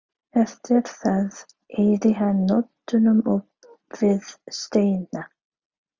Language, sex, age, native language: Icelandic, female, 30-39, Filipino